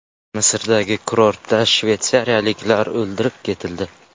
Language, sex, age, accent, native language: Uzbek, male, 19-29, Surxondaryo, Uzbek